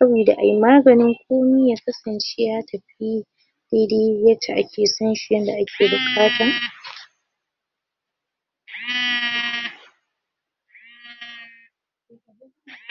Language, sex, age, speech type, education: Hausa, female, 15-29, spontaneous, tertiary